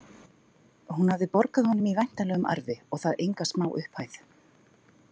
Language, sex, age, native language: Icelandic, female, 40-49, Icelandic